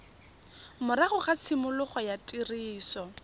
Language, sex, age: Tswana, female, 25